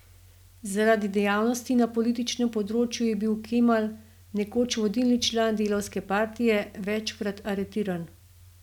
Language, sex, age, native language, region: Slovenian, female, 50-59, Slovenian, Gorenjska region